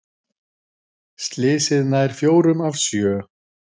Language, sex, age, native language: Icelandic, female, 40-49, Icelandic